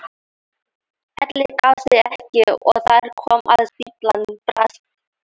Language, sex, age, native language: Icelandic, female, 13, Thai